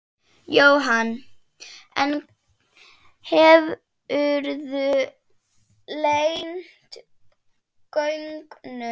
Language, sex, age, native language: Icelandic, female, 7, Icelandic